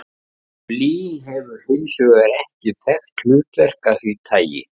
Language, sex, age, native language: Icelandic, male, 50-59, Icelandic